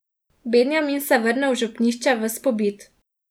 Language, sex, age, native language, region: Slovenian, female, 18-29, Slovenian, Drava region